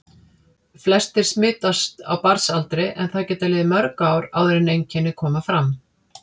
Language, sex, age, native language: Icelandic, female, 50-59, Icelandic